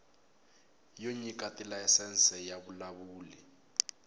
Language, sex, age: Tsonga, male, 22